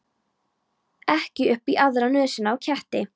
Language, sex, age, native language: Icelandic, female, 13, Polish